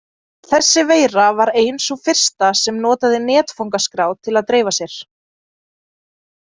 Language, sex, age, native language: Icelandic, female, 20-29, Icelandic